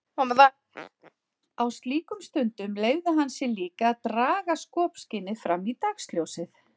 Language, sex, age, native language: Icelandic, female, 40-49, Icelandic